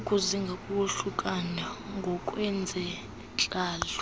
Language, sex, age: Xhosa, female, 20